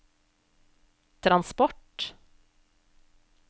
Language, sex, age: Norwegian, female, 35